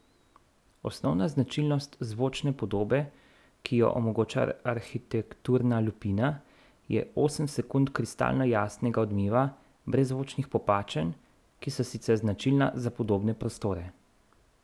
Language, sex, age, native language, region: Slovenian, male, 30-49, Slovenian, Central Slovenia